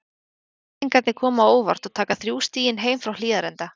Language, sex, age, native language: Icelandic, female, 20-29, Icelandic